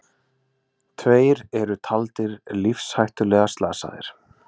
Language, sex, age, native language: Icelandic, male, 20-29, Icelandic